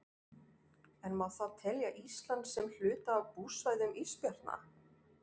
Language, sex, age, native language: Icelandic, female, 40-49, French